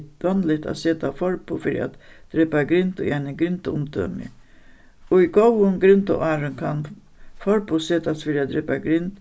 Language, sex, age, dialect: Faroese, female, 61+, Suðuroy